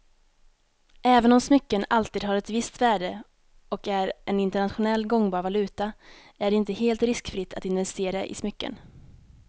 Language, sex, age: Swedish, female, 19